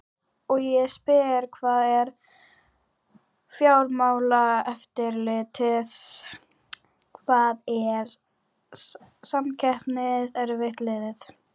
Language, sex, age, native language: Icelandic, female, 12, Icelandic